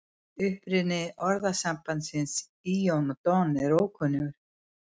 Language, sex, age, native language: Icelandic, female, 50-59, Icelandic